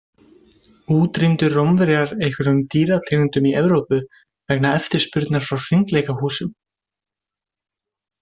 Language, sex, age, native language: Icelandic, male, 20-29, Icelandic